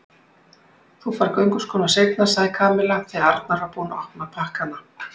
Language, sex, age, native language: Icelandic, female, 60-69, Icelandic